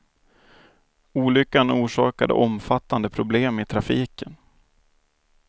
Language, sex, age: Swedish, male, 28